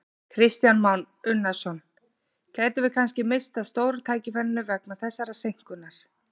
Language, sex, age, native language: Icelandic, female, 40-49, Icelandic